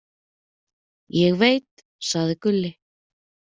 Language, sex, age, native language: Icelandic, female, 30-39, Icelandic